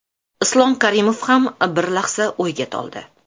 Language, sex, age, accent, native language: Uzbek, female, 35+, Toshkent shahri, Uzbek